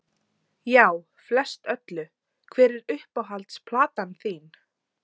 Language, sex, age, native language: Icelandic, female, 17, Icelandic